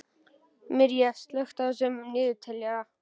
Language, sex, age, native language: Icelandic, male, 11, Icelandic